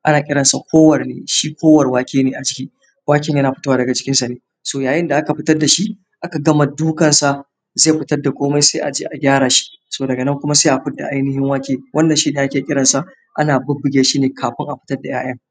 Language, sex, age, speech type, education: Hausa, male, 30-45, spontaneous, tertiary